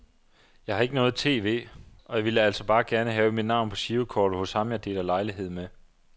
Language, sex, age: Danish, male, 27